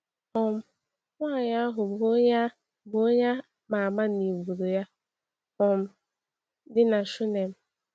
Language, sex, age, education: Igbo, female, 15-29, tertiary